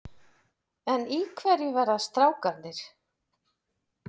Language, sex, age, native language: Icelandic, female, 40-49, Icelandic